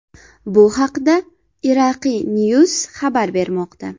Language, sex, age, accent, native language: Uzbek, female, 18-24, Farg'ona, Uzbek